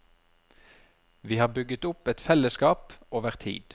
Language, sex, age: Norwegian, male, 33